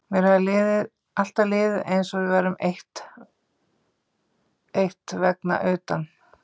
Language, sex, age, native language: Icelandic, female, 50-59, Icelandic